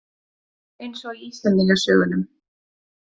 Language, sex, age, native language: Icelandic, female, 20-29, Icelandic